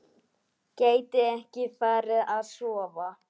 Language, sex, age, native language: Icelandic, female, 8, Icelandic